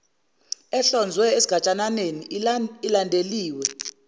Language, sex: Zulu, female